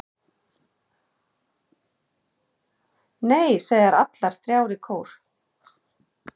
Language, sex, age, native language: Icelandic, male, 11, Icelandic